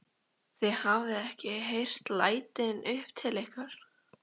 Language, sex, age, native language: Icelandic, female, 13, Icelandic